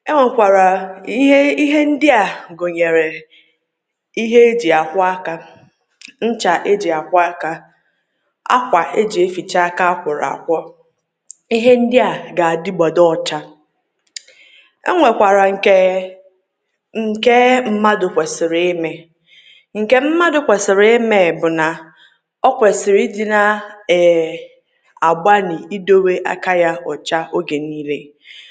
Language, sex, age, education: Igbo, female, 30-45, tertiary